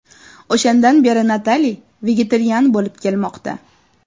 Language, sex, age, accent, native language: Uzbek, female, 18-24, Toshkent viloyati, Uzbek